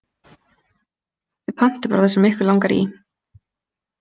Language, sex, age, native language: Icelandic, female, 30-39, Icelandic